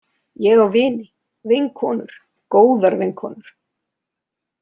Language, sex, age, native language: Icelandic, female, 30-39, Icelandic